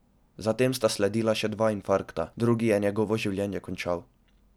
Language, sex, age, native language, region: Slovenian, male, 12-17, Slovenian, Drava region